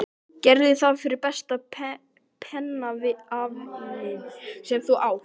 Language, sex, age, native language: Icelandic, male, 13, Icelandic